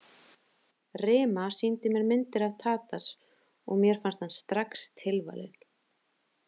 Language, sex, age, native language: Icelandic, female, 30-39, Icelandic